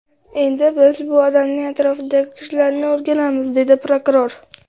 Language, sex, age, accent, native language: Uzbek, female, under 19, Namangan, Uzbek